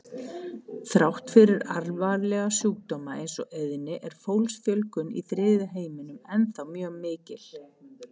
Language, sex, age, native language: Icelandic, female, 50-59, Icelandic